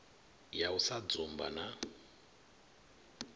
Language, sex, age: Venda, male, 39